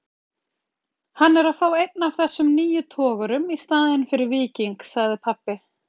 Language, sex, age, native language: Icelandic, female, 30-39, Icelandic